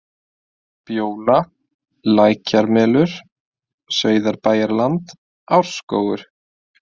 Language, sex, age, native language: Icelandic, male, 20-29, Icelandic